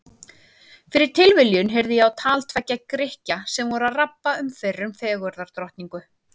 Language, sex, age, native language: Icelandic, female, 30-39, Icelandic